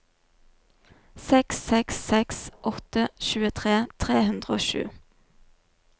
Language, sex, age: Norwegian, female, 22